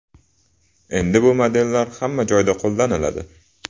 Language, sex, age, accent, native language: Uzbek, male, 25-34, Toshkent shahri, Uzbek